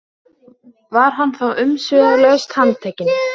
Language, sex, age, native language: Icelandic, female, 20-29, Icelandic